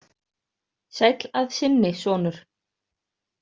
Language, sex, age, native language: Icelandic, other, 30-39, Icelandic